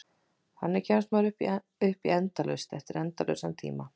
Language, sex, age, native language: Icelandic, female, 20-29, Icelandic